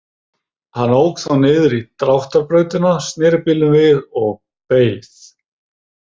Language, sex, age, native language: Icelandic, male, 30-39, Icelandic